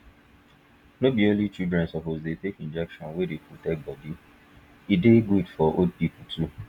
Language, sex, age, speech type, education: Nigerian Pidgin, male, 15-29, spontaneous, tertiary